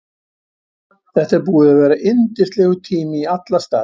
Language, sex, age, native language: Icelandic, male, 70-79, Icelandic